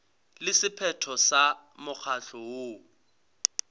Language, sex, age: Northern Sotho, male, 22